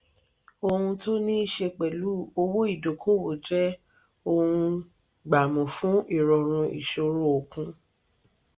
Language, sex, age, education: Yoruba, female, 30-45, tertiary